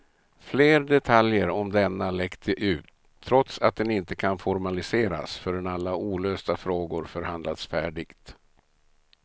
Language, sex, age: Swedish, male, 67